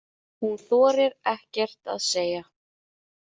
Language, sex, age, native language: Icelandic, female, 30-39, Icelandic